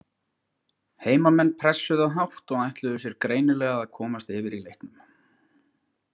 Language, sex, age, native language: Icelandic, male, 40-49, Icelandic